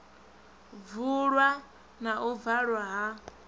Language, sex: Venda, male